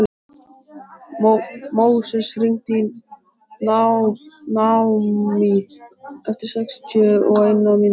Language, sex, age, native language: Icelandic, male, 13, Icelandic